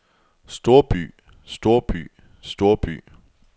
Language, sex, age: Danish, male, 24